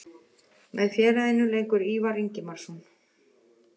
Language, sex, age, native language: Icelandic, female, 50-59, Icelandic